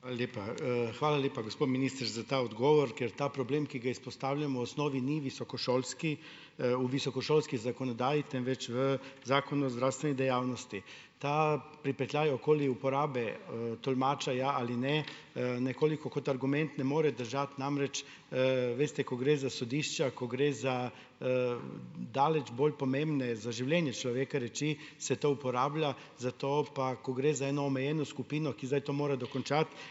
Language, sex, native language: Slovenian, male, Slovenian